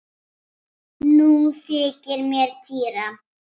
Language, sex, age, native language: Icelandic, female, 8, Icelandic